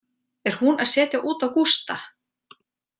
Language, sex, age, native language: Icelandic, female, 40-49, Icelandic